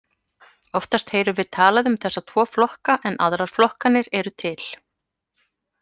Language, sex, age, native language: Icelandic, female, 40-49, Icelandic